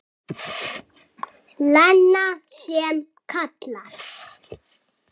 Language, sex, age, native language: Icelandic, male, 7, Icelandic